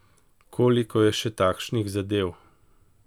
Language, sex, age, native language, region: Slovenian, male, 50-59, Slovenian, Central Slovenia